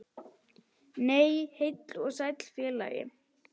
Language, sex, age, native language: Icelandic, male, 10, Icelandic